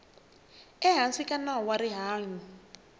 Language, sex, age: Tsonga, female, 21